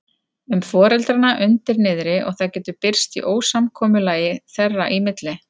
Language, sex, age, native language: Icelandic, female, 40-49, Icelandic